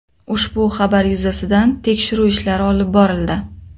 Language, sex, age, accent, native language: Uzbek, female, 25-34, Qoraqalpog'iston, Uzbek